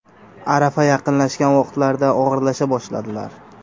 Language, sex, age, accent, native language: Uzbek, male, 18-24, Toshkent shahri, Uzbek